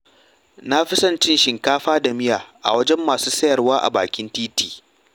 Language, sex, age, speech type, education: Hausa, male, 15-29, read, tertiary